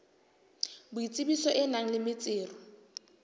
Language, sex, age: Southern Sotho, female, 23